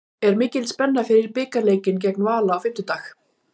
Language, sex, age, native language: Icelandic, female, 40-49, Icelandic